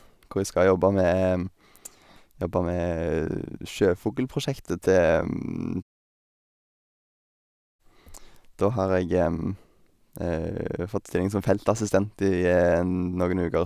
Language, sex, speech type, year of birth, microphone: Norwegian, male, spontaneous, 1990, Sennheiser